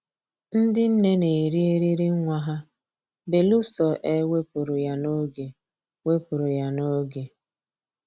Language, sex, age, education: Igbo, female, 30-45, tertiary